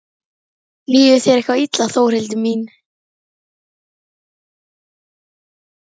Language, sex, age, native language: Icelandic, female, 11, Icelandic